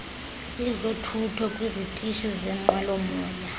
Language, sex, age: Xhosa, female, 22